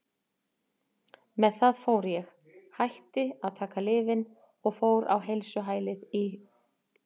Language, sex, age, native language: Icelandic, female, 40-49, Icelandic